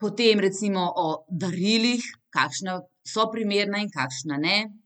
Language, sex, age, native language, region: Slovenian, female, 30-49, Slovenian, Central Slovenia